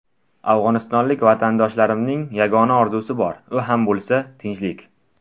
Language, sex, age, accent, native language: Uzbek, male, under 19, Buxoro, Tajik